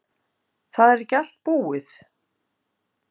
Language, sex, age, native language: Icelandic, female, 50-59, Icelandic